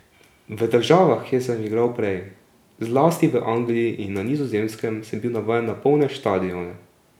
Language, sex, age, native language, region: Slovenian, male, 18-29, Slovenian, Drava region